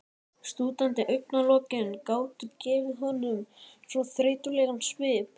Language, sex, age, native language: Icelandic, male, 11, Icelandic